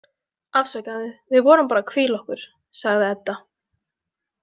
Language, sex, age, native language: Icelandic, female, 20-29, Icelandic